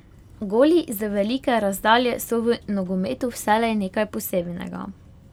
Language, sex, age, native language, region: Slovenian, female, 18-29, Slovenian, Pomurje region